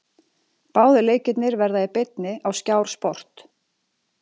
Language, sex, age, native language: Icelandic, female, 40-49, Icelandic